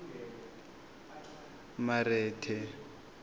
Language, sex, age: South Ndebele, male, 26